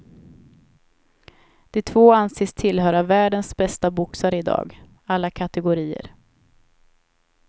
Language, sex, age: Swedish, female, 28